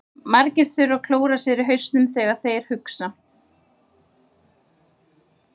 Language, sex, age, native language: Icelandic, female, 30-39, Icelandic